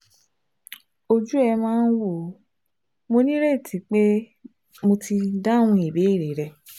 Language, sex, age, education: Yoruba, female, 15-29, tertiary